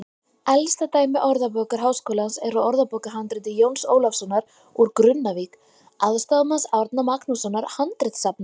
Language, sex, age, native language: Icelandic, female, 20-29, Icelandic